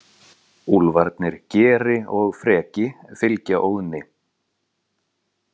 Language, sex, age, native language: Icelandic, male, 40-49, Icelandic